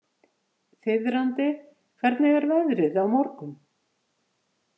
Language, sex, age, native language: Icelandic, female, 50-59, Icelandic